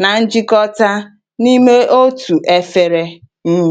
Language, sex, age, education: Igbo, female, 15-29, tertiary